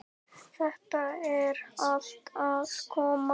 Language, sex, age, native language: Icelandic, female, 9, Icelandic